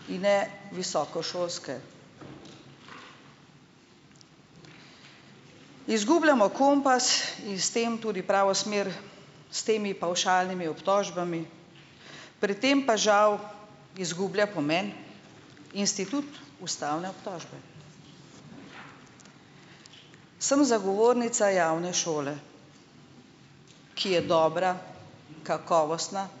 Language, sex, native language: Slovenian, female, Slovenian